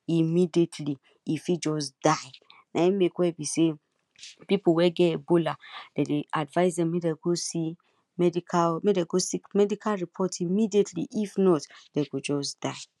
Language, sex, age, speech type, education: Nigerian Pidgin, female, 30-45, spontaneous, tertiary